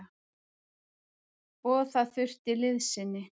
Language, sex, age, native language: Icelandic, female, 30-39, Icelandic